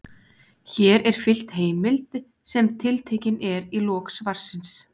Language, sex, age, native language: Icelandic, female, 20-29, Icelandic